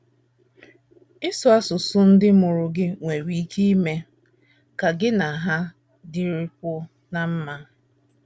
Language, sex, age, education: Igbo, female, 30-45, tertiary